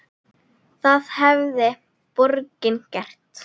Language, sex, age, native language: Icelandic, female, 9, Icelandic